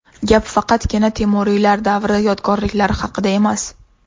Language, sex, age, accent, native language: Uzbek, female, 18-24, Toshkent shahri, Uzbek